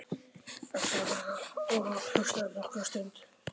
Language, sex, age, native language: Icelandic, male, 12, Icelandic